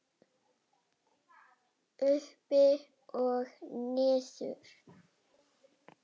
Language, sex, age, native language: Icelandic, female, 7, Icelandic